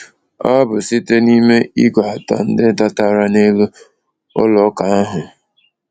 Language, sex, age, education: Igbo, male, 30-45, tertiary